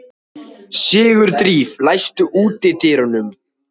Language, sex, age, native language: Icelandic, male, 14, Icelandic